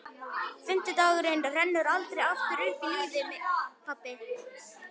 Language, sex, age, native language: Icelandic, male, 11, Icelandic